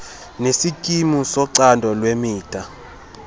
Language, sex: Xhosa, male